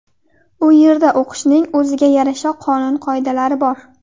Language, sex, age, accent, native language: Uzbek, female, 18-24, Qashqadaryo, Uzbek